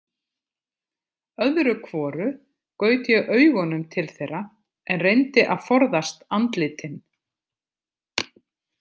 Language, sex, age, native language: Icelandic, female, 50-59, Icelandic